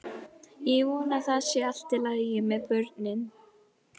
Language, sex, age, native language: Icelandic, female, 11, Icelandic